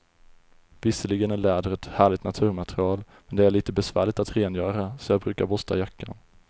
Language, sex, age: Swedish, male, 20